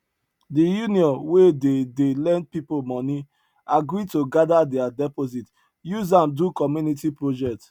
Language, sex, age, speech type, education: Nigerian Pidgin, male, 30-45, spontaneous, tertiary